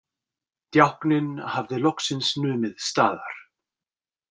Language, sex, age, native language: Icelandic, male, 40-49, Icelandic